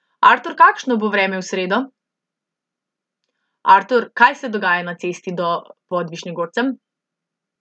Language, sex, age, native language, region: Slovenian, female, 18-29, Slovenian, Central Slovenia